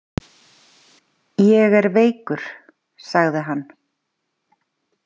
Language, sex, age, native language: Icelandic, female, 40-49, Icelandic